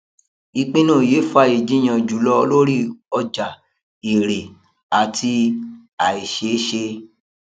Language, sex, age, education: Yoruba, male, 30-45, tertiary